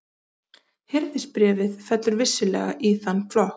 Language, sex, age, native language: Icelandic, female, 40-49, Icelandic